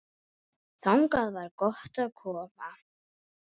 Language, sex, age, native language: Icelandic, male, 9, Icelandic